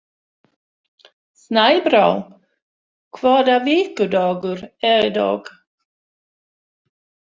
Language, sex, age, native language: Icelandic, female, 60-69, Swedish